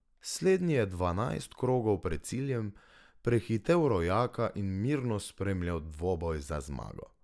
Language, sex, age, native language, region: Slovenian, male, 18-29, Slovenian, Drava region